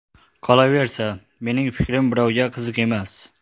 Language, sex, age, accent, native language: Uzbek, male, 18-24, Xorazm, Uzbek